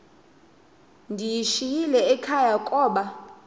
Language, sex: Xhosa, female